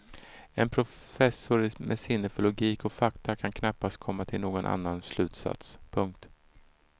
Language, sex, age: Swedish, male, 34